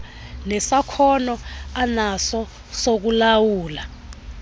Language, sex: Xhosa, female